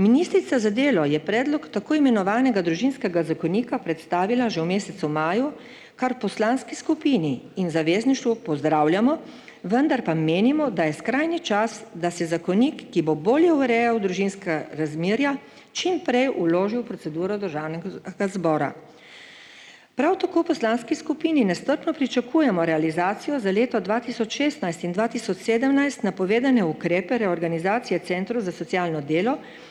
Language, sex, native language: Slovenian, female, Slovenian